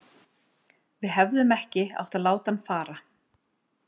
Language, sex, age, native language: Icelandic, female, 30-39, Icelandic